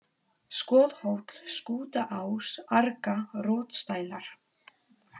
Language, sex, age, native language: Icelandic, female, 18-19, Polish